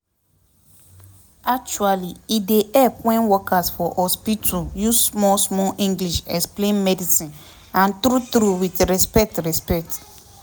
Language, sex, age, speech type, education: Nigerian Pidgin, female, 15-29, spontaneous, tertiary